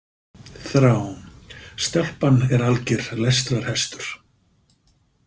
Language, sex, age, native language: Icelandic, male, 50-59, Icelandic